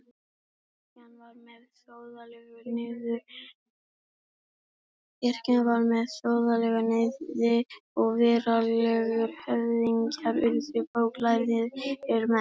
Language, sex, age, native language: Icelandic, female, 18-19, Icelandic